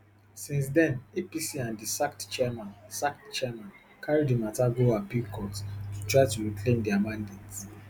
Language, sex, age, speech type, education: Nigerian Pidgin, male, 15-29, spontaneous, tertiary